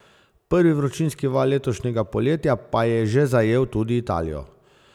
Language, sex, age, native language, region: Slovenian, male, 50-59, Slovenian, Zasavska region